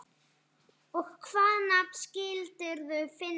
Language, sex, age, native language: Icelandic, male, 11, Icelandic